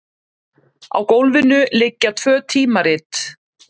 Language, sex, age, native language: Icelandic, female, 30-39, Icelandic